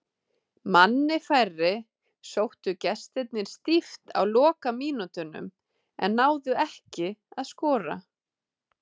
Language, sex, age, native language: Icelandic, female, 30-39, Icelandic